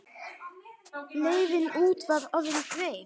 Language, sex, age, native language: Icelandic, male, 9, Icelandic